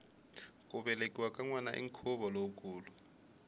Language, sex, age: Tsonga, male, 21